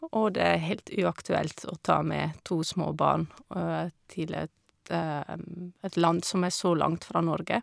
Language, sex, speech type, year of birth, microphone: Norwegian, female, spontaneous, 1978, Shure